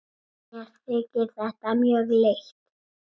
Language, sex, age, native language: Icelandic, female, 6, Icelandic